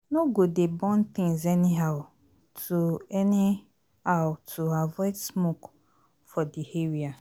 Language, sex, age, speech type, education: Nigerian Pidgin, female, 30-45, spontaneous, tertiary